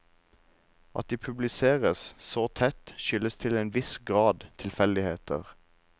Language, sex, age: Norwegian, male, 26